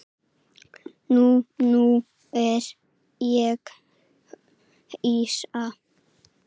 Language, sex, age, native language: Icelandic, female, 8, Icelandic